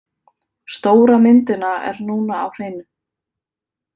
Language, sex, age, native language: Icelandic, female, 30-39, Icelandic